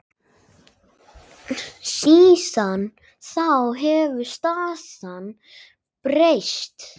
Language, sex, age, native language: Icelandic, male, 8, Icelandic